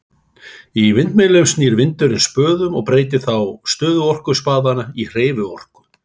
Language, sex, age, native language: Icelandic, male, 40-49, Icelandic